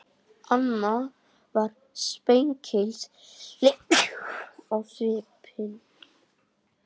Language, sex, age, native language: Icelandic, male, 18-19, Icelandic